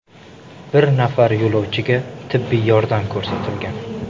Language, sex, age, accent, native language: Uzbek, male, 18-24, Samarqand, Uzbek